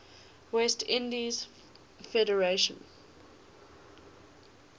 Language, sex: English, female